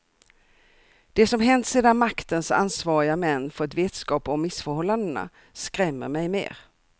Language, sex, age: Swedish, female, 64